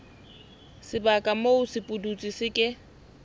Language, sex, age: Southern Sotho, female, 20